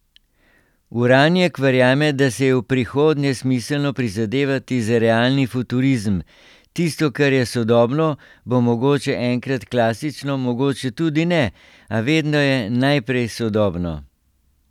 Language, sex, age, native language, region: Slovenian, male, 60+, Slovenian, Central Slovenia